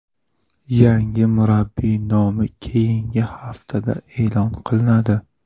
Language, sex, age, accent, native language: Uzbek, male, 25-34, Buxoro, Uzbek